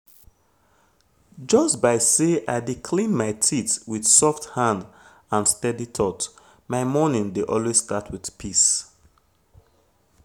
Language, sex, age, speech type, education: Nigerian Pidgin, male, 30-45, spontaneous, tertiary